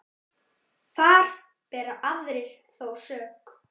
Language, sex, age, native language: Icelandic, male, 9, Icelandic